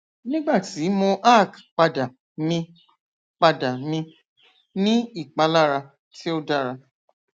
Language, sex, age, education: Yoruba, female, 46-60, tertiary